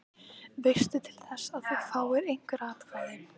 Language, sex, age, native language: Icelandic, female, 14, Icelandic